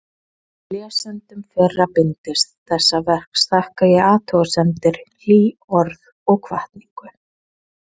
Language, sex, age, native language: Icelandic, female, 20-29, Icelandic